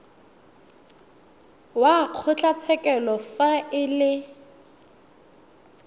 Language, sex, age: Tswana, female, 21